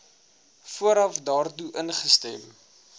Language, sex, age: Afrikaans, male, 19